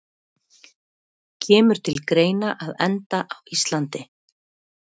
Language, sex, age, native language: Icelandic, female, 40-49, Icelandic